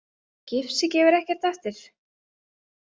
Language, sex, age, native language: Icelandic, female, 20-29, Icelandic